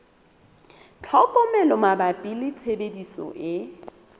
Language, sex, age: Southern Sotho, female, 27